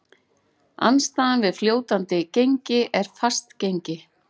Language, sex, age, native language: Icelandic, female, 40-49, Icelandic